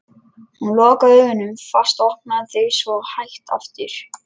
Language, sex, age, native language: Icelandic, male, 11, Lithuanian